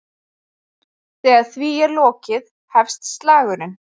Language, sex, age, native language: Icelandic, female, 20-29, Icelandic